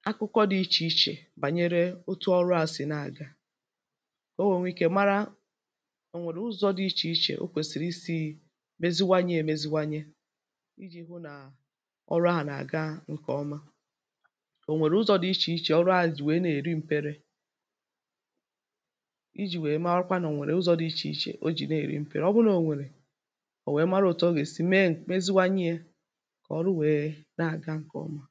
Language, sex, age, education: Igbo, female, 30-45, tertiary